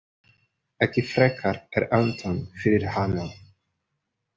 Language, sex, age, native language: Icelandic, male, 30-39, Portuguese